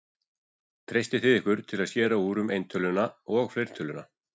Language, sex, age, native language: Icelandic, female, 40-49, Icelandic